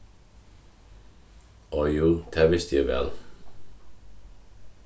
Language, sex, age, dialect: Faroese, male, 36-60, Suðurstreymoy